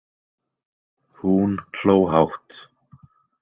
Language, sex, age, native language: Icelandic, male, 20-29, Icelandic